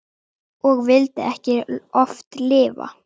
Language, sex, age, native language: Icelandic, female, 9, Icelandic